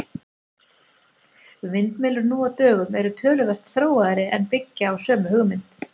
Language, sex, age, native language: Icelandic, female, 40-49, Icelandic